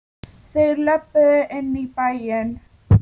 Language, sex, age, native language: Icelandic, female, 9, Icelandic